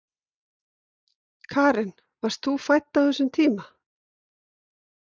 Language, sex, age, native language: Icelandic, female, 50-59, Icelandic